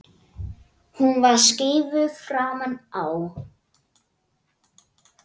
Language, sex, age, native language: Icelandic, male, 9, Icelandic